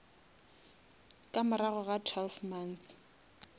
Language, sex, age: Northern Sotho, female, 27